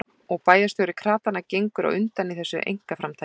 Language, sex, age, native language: Icelandic, female, 40-49, Icelandic